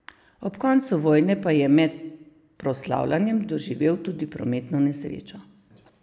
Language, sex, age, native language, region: Slovenian, female, 50-59, Slovenian, Savinja region